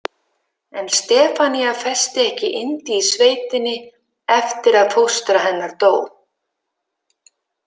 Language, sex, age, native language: Icelandic, female, 50-59, Icelandic